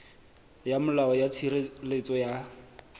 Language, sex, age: Southern Sotho, male, 24